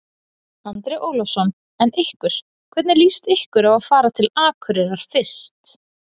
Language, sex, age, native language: Icelandic, female, 30-39, Icelandic